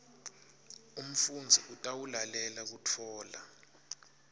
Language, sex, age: Swati, male, 25